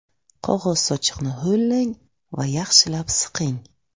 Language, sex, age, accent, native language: Uzbek, female, 25-34, Buxoro, Uzbek